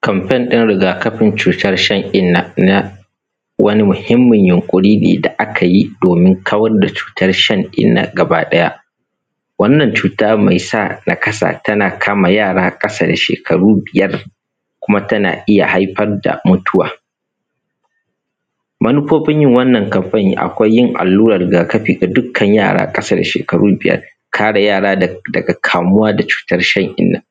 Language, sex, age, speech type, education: Hausa, male, 15-29, spontaneous, primary